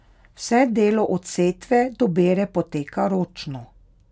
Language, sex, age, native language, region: Slovenian, female, 30-49, Slovenian, Pomurje region